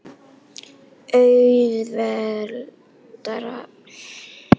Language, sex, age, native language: Icelandic, female, 18-19, Icelandic